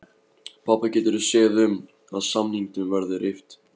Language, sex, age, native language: Icelandic, male, 15, Polish